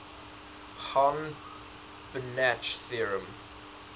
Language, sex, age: English, male, 19